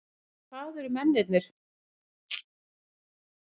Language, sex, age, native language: Icelandic, female, 50-59, Icelandic